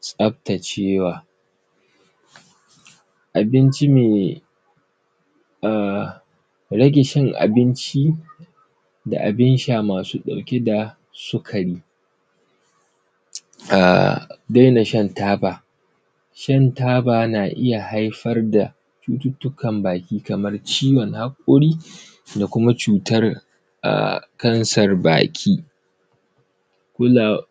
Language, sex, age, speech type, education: Hausa, male, 15-29, spontaneous, tertiary